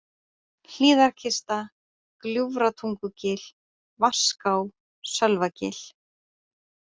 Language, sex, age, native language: Icelandic, female, 30-39, Icelandic